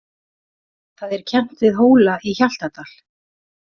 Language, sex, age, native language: Icelandic, female, 40-49, Icelandic